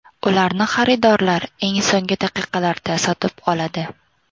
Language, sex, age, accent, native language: Uzbek, female, under 19, Toshkent viloyati, Uzbek